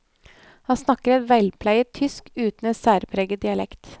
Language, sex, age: Norwegian, female, 24